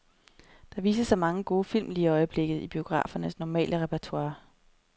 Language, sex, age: Danish, female, 30